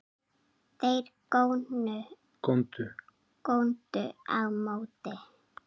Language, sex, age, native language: Icelandic, female, 7, Icelandic